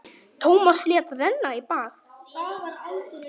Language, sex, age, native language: Icelandic, male, 9, Icelandic